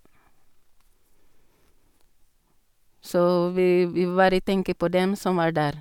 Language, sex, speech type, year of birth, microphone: Norwegian, female, spontaneous, 1962, Sennheiser